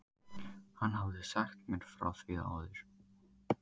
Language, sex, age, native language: Icelandic, male, 15, Icelandic